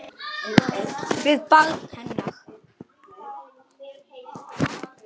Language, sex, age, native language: Icelandic, male, 8, Icelandic